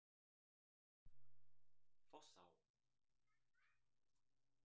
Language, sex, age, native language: Icelandic, male, 18-19, Icelandic